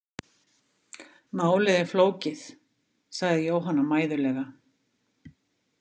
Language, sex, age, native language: Icelandic, female, 50-59, Icelandic